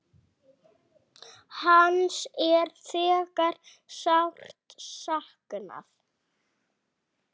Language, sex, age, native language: Icelandic, female, 6, Icelandic